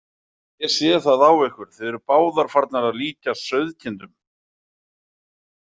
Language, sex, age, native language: Icelandic, male, 40-49, Icelandic